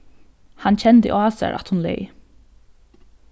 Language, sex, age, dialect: Faroese, female, 15-35, Norðurstreymoy/Eysturoy